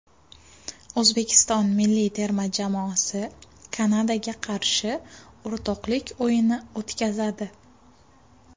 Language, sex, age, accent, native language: Uzbek, female, 19-29, Farg'ona, Uzbek